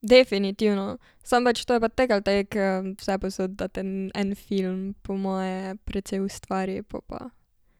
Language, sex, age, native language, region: Slovenian, female, 12-17, Slovenian, Savinja region